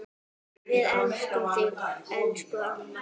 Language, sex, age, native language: Icelandic, female, 8, Icelandic